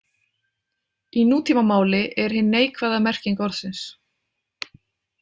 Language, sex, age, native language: Icelandic, female, 30-39, Icelandic